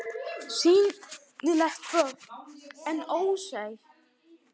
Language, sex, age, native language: Icelandic, male, 9, Icelandic